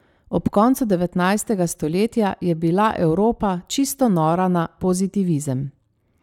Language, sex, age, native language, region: Slovenian, female, 30-49, Slovenian, Savinja region